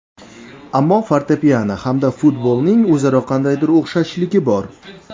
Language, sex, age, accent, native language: Uzbek, male, 19-29, Namangan, Uzbek